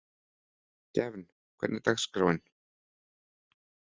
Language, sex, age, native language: Icelandic, male, 30-39, Icelandic